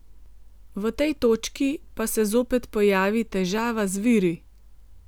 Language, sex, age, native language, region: Slovenian, female, 50-59, Slovenian, Gorenjska region